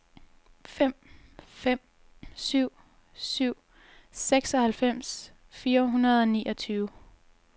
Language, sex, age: Danish, female, 22